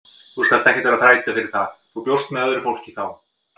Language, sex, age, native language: Icelandic, male, 50-59, Icelandic